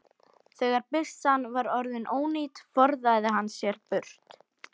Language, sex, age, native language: Icelandic, female, 12, Icelandic